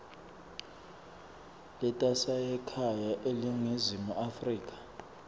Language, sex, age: Swati, male, 24